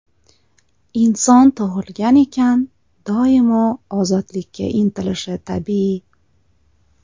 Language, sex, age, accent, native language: Uzbek, female, 35+, Toshkent viloyati, Uzbek